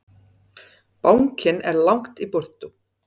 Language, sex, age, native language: Icelandic, female, 30-39, Serbo-Croatian